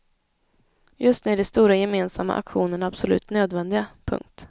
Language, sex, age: Swedish, female, 21